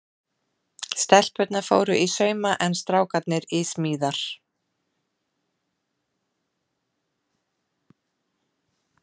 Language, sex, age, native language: Icelandic, female, 40-49, Icelandic